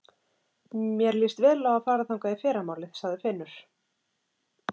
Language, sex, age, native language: Icelandic, female, 30-39, Icelandic